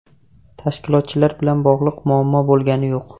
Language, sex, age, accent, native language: Uzbek, male, 18-24, Jizzax, Uzbek